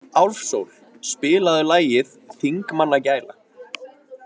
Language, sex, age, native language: Icelandic, male, 20-29, Icelandic